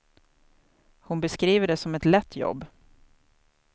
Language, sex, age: Swedish, female, 28